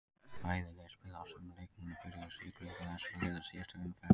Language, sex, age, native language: Icelandic, male, 18-19, Icelandic